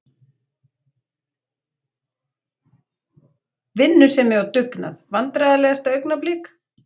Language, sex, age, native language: Icelandic, female, 40-49, Icelandic